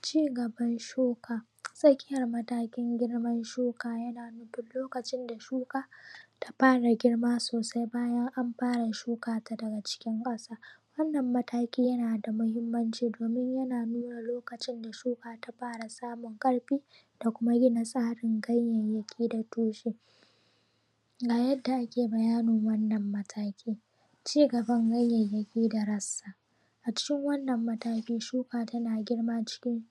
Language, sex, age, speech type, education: Hausa, female, 15-29, spontaneous, primary